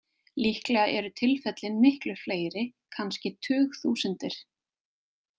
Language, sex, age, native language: Icelandic, female, 20-29, Icelandic